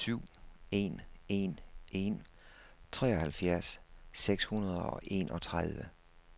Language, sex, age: Danish, male, 56